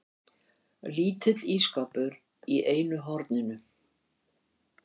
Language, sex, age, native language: Icelandic, female, 70-79, Icelandic